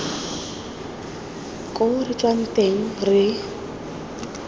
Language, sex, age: Tswana, female, 20